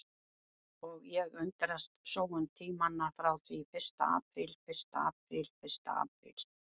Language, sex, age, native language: Icelandic, female, 70-79, Icelandic